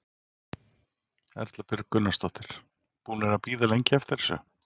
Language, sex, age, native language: Icelandic, male, 40-49, Icelandic